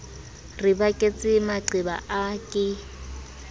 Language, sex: Southern Sotho, female